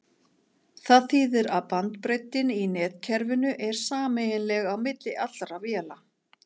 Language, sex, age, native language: Icelandic, female, 40-49, Icelandic